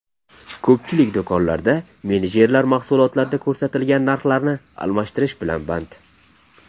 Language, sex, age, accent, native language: Uzbek, male, 19-29, Namangan, Uzbek